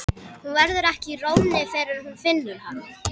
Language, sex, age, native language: Icelandic, female, 11, Icelandic